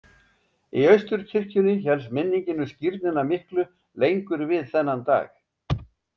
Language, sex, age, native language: Icelandic, male, 70-79, Icelandic